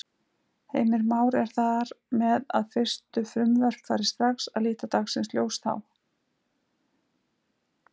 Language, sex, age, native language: Icelandic, female, 60-69, Icelandic